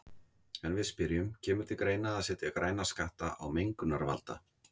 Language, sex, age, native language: Icelandic, male, 50-59, Icelandic